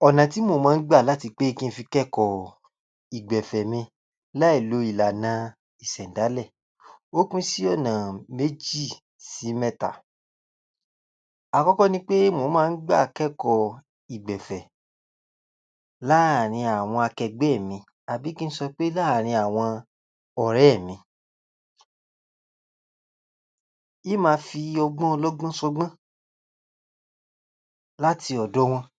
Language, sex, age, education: Yoruba, male, 46-60, tertiary